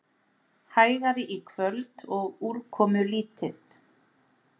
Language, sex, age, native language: Icelandic, female, 30-39, Icelandic